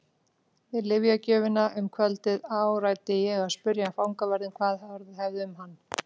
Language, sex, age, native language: Icelandic, female, 40-49, Icelandic